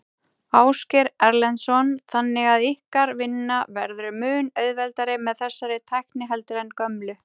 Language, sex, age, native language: Icelandic, female, 30-39, Icelandic